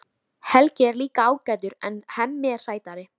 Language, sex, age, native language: Icelandic, female, 13, Icelandic